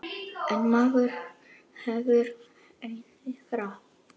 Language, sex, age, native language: Icelandic, male, 9, Icelandic